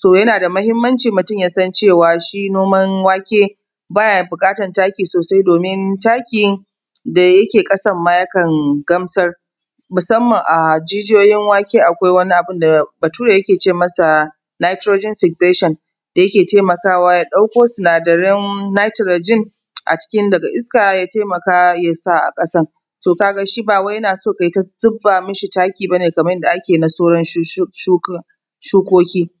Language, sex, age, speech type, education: Hausa, female, 30-45, spontaneous, tertiary